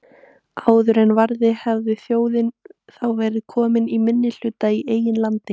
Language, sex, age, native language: Icelandic, female, 18-19, Icelandic